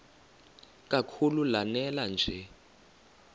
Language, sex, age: Xhosa, male, 24